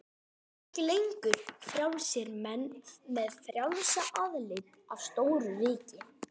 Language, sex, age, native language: Icelandic, male, 20-29, Icelandic